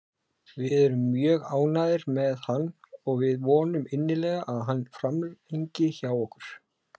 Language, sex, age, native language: Icelandic, male, 30-39, Icelandic